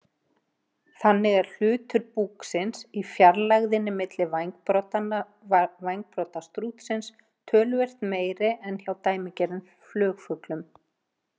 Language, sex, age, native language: Icelandic, female, 50-59, Icelandic